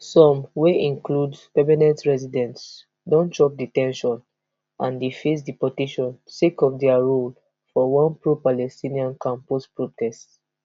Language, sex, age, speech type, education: Nigerian Pidgin, female, 15-29, spontaneous, tertiary